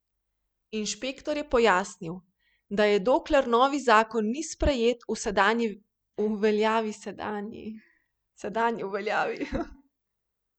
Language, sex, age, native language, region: Slovenian, female, 30-49, Slovenian, Primorsko-notranjska region